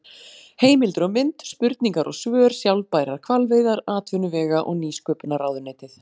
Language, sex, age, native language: Icelandic, female, 40-49, Icelandic